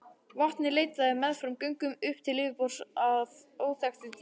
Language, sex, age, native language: Icelandic, male, 11, Icelandic